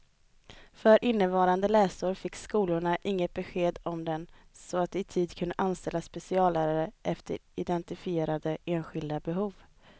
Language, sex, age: Swedish, female, 20